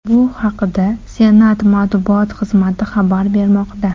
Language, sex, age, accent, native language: Uzbek, female, 18-24, Toshkent shahri, Uzbek